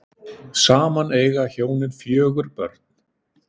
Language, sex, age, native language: Icelandic, male, 9, Icelandic